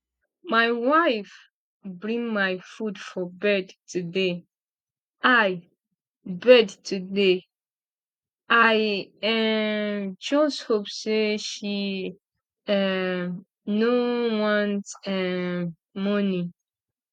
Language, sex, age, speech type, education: Nigerian Pidgin, female, 15-29, spontaneous, tertiary